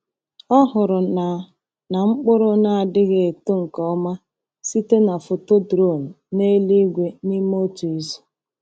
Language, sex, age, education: Igbo, female, 30-45, tertiary